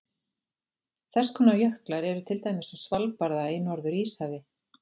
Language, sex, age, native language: Icelandic, female, 40-49, Icelandic